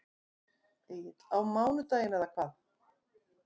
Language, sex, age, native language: Icelandic, female, 50-59, Icelandic